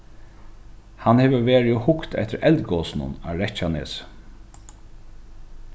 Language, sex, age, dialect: Faroese, male, 36-60, Norðuroyggjar